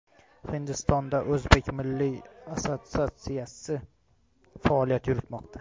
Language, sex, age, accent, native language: Uzbek, male, 18-24, Xorazm, Uzbek